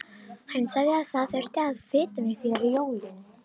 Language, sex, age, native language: Icelandic, female, 18-19, Romanian